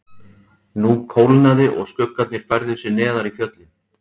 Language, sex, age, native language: Icelandic, male, 40-49, Icelandic